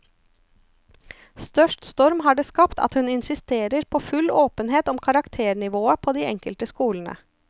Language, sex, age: Norwegian, female, 34